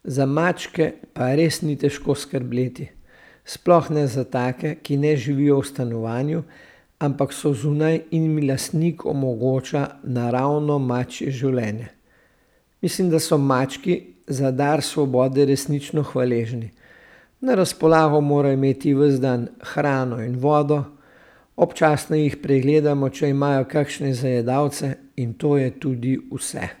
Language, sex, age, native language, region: Slovenian, male, 60+, Slovenian, Central Slovenia